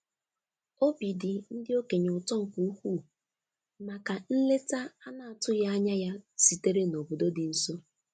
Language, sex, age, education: Igbo, female, 15-29, tertiary